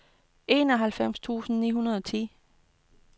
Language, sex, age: Danish, female, 29